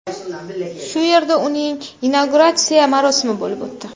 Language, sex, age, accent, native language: Uzbek, female, 19-29, Toshkent shahri, Uzbek